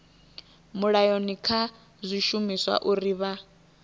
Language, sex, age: Venda, female, 21